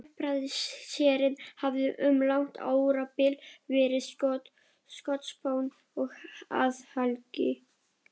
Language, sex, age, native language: Icelandic, male, 12, Polish